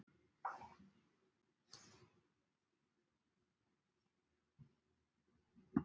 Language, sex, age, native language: Icelandic, female, 40-49, Icelandic